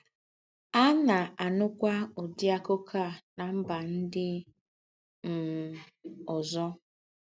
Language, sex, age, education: Igbo, female, 15-29, tertiary